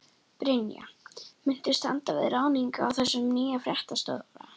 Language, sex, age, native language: Icelandic, female, 11, Icelandic